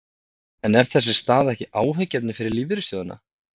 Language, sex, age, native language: Icelandic, male, 30-39, Icelandic